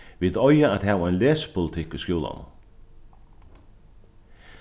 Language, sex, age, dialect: Faroese, male, 36-60, Norðurstreymoy/Eysturoy